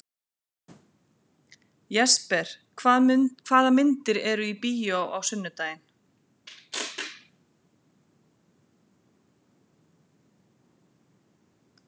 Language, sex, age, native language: Icelandic, female, 40-49, Icelandic